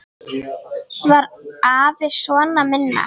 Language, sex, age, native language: Icelandic, female, 8, Icelandic